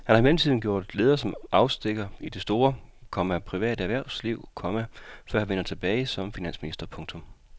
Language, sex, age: Danish, male, 40